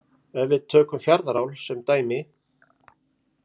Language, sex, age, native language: Icelandic, male, 50-59, Icelandic